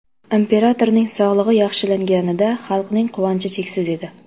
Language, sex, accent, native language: Uzbek, female, Qashqadaryo, Uzbek